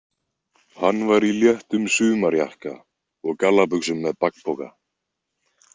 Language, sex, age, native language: Icelandic, male, 20-29, Icelandic